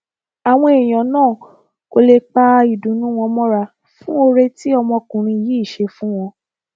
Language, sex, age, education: Yoruba, female, 15-29, tertiary